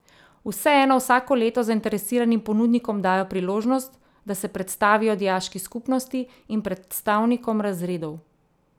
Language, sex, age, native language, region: Slovenian, female, 30-49, Slovenian, Central Slovenia